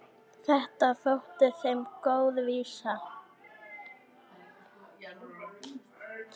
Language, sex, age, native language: Icelandic, female, 9, Icelandic